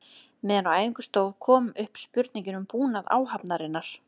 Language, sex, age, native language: Icelandic, female, 30-39, Icelandic